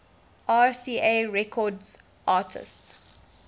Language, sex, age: English, female, 19